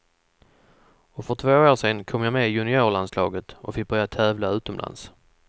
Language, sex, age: Swedish, male, 44